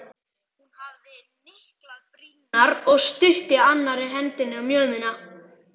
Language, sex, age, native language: Icelandic, male, 11, Icelandic